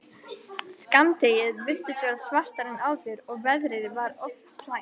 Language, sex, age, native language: Icelandic, female, 11, Icelandic